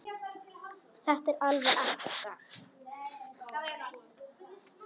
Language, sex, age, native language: Icelandic, other, 10, Icelandic